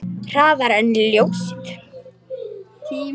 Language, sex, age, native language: Icelandic, female, 10, Icelandic